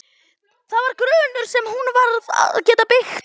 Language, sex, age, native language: Icelandic, male, 11, Icelandic